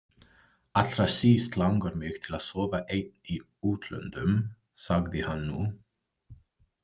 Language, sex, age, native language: Icelandic, male, 20-29, English